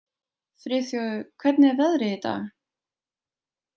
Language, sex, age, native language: Icelandic, female, 20-29, Icelandic